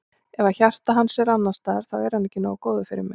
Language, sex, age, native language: Icelandic, female, 40-49, Icelandic